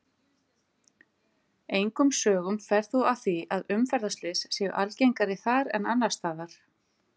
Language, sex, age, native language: Icelandic, female, 50-59, Icelandic